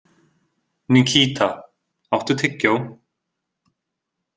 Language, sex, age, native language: Icelandic, male, 20-29, Icelandic